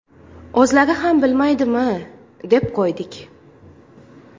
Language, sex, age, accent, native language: Uzbek, female, 19-29, Farg'ona, Uzbek